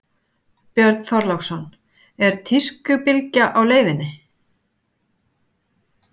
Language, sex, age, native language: Icelandic, female, 50-59, Icelandic